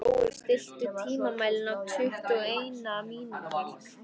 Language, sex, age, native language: Icelandic, female, 13, Icelandic